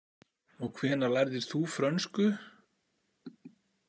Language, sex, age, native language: Icelandic, male, 40-49, Icelandic